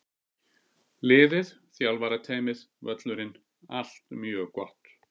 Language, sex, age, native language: Icelandic, male, 50-59, Icelandic